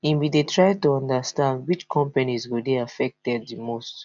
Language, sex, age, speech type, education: Nigerian Pidgin, female, 15-29, spontaneous, tertiary